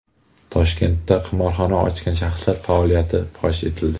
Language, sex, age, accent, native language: Uzbek, male, 18-24, Jizzax, Uzbek